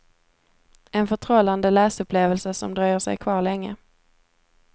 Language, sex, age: Swedish, female, 17